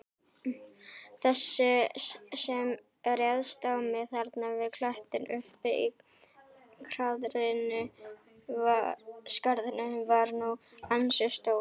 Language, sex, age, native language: Icelandic, female, 18-19, Icelandic